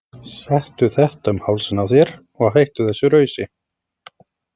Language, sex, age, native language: Icelandic, male, 30-39, Icelandic